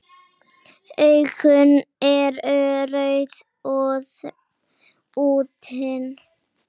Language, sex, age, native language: Icelandic, female, 10, Icelandic